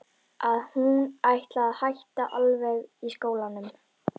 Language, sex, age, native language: Icelandic, female, 11, Icelandic